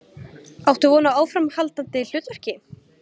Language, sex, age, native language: Icelandic, female, 20-29, Icelandic